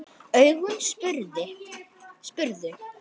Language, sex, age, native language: Icelandic, female, 9, Icelandic